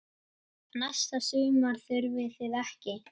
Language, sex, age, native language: Icelandic, male, 10, Icelandic